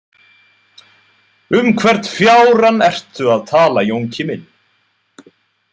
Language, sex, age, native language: Icelandic, male, 20-29, Icelandic